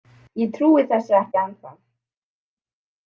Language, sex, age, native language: Icelandic, female, 18-19, Icelandic